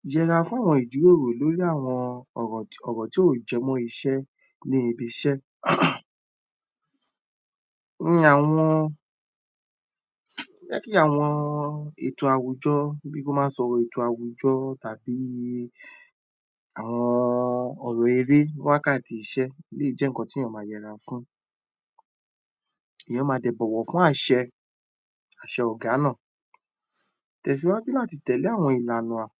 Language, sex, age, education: Yoruba, male, 30-45, tertiary